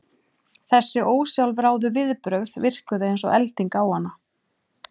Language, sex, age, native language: Icelandic, male, 12, Icelandic